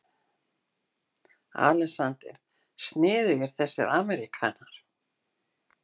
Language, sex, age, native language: Icelandic, female, 60-69, Icelandic